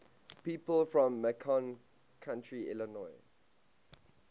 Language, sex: English, male